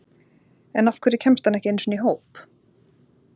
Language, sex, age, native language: Icelandic, female, 40-49, Icelandic